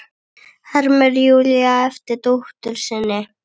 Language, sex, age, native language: Icelandic, female, 9, Icelandic